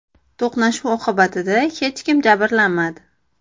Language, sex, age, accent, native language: Uzbek, female, 25-34, Andijon, Uzbek